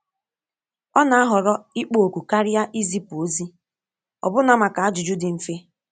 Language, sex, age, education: Igbo, female, 15-29, tertiary